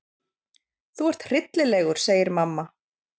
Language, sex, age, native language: Icelandic, female, 30-39, Icelandic